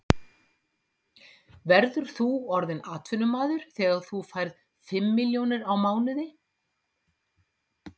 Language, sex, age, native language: Icelandic, female, 50-59, Icelandic